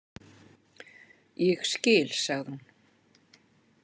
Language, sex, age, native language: Icelandic, female, 50-59, Icelandic